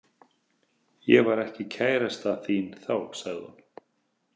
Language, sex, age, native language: Icelandic, male, 30-39, Icelandic